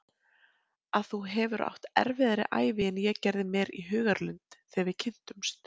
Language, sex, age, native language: Icelandic, female, 20-29, Icelandic